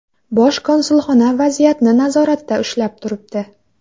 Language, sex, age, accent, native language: Uzbek, female, 19-29, Jizzax, Uzbek